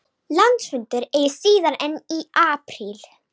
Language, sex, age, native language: Icelandic, female, 18-19, Icelandic